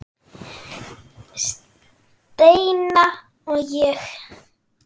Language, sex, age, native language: Icelandic, female, 9, Icelandic